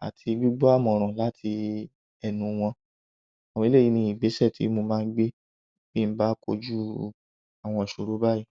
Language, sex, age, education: Yoruba, male, 30-45, tertiary